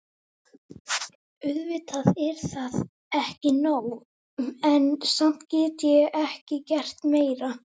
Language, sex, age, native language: Icelandic, female, 18-19, Icelandic